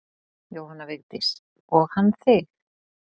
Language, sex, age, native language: Icelandic, female, 40-49, Icelandic